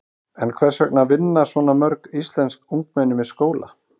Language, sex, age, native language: Icelandic, male, 30-39, Icelandic